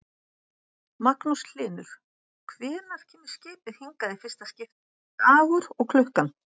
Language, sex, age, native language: Icelandic, female, 40-49, Icelandic